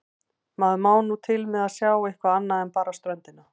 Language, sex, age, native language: Icelandic, female, 40-49, Icelandic